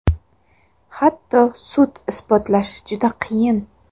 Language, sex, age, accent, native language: Uzbek, female, 18-24, Toshkent shahri, Uzbek